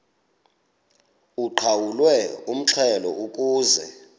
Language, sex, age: Xhosa, male, 26